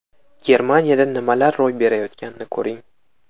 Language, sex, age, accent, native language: Uzbek, male, 18-24, Navoiy, Uzbek